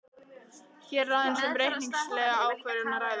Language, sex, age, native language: Icelandic, female, 15, Icelandic